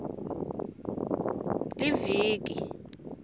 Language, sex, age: Swati, female, 21